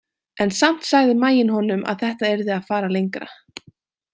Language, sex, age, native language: Icelandic, female, 18-19, Icelandic